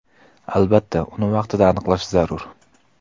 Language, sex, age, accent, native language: Uzbek, male, 25-34, Qoraqalpog'iston, Uzbek